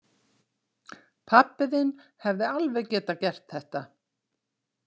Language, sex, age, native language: Icelandic, female, 60-69, Icelandic